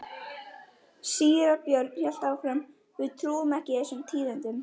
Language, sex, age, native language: Icelandic, female, 12, Icelandic